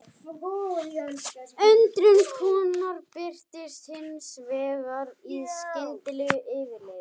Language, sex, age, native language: Icelandic, other, 11, Icelandic